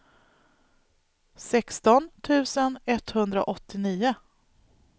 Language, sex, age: Swedish, female, 39